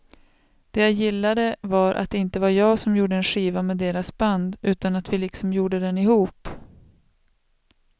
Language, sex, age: Swedish, female, 36